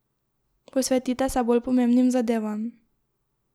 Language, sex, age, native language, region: Slovenian, female, 18-29, Slovenian, Drava region